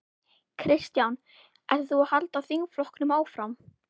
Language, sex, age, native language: Icelandic, female, 11, Icelandic